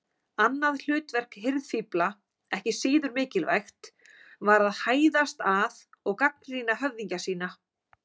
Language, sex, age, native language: Icelandic, female, 40-49, Icelandic